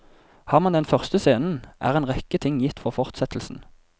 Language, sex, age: Norwegian, male, 24